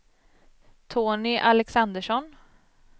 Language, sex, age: Swedish, female, 27